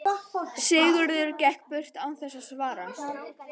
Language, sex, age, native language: Icelandic, female, 11, Icelandic